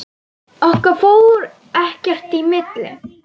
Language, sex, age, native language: Icelandic, female, 9, Icelandic